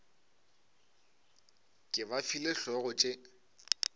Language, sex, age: Northern Sotho, male, 25